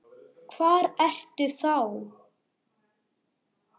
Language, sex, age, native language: Icelandic, male, 10, Icelandic